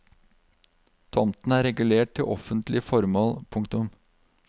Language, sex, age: Norwegian, male, 32